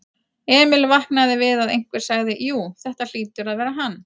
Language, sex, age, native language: Icelandic, female, 40-49, Icelandic